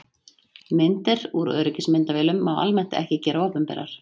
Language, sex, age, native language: Icelandic, female, 30-39, Icelandic